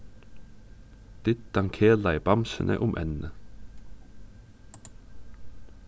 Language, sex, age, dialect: Faroese, male, 15-35, Suðurstreymoy